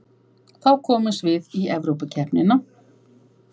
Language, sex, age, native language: Icelandic, female, 50-59, Icelandic